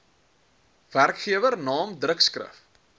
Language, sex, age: Afrikaans, male, 23